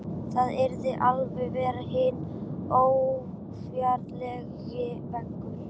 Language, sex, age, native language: Icelandic, female, 12, Icelandic